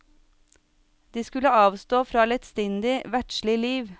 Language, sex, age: Norwegian, female, 36